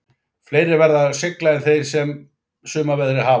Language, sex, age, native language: Icelandic, male, 40-49, Icelandic